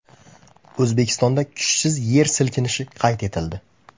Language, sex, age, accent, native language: Uzbek, male, 25-34, Xorazm, Uzbek